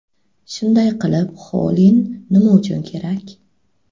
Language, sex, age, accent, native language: Uzbek, female, 25-34, Buxoro, Uzbek